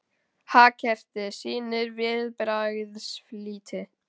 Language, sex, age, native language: Icelandic, male, 18-19, Icelandic